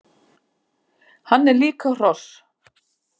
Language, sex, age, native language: Icelandic, female, 50-59, Icelandic